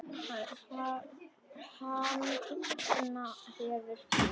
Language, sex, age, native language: Icelandic, male, 10, Icelandic